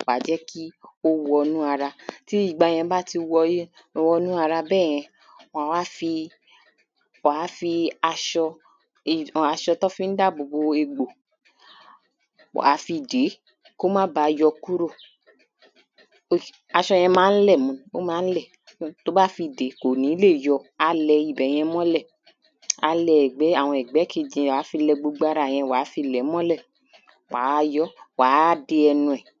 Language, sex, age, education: Yoruba, female, 30-45, tertiary